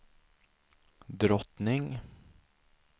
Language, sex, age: Swedish, male, 24